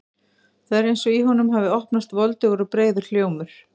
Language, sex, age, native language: Icelandic, female, 50-59, Icelandic